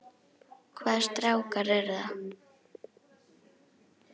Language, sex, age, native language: Icelandic, female, 10, Icelandic